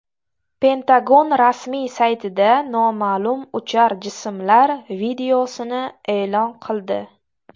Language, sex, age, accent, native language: Uzbek, female, 18-24, Toshkent viloyati, Uzbek